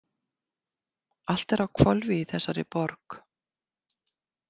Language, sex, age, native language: Icelandic, female, 50-59, Icelandic